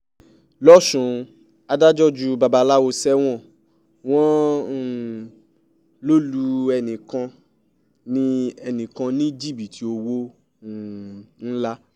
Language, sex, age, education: Yoruba, male, 15-29, tertiary